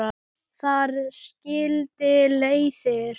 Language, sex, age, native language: Icelandic, male, 8, Icelandic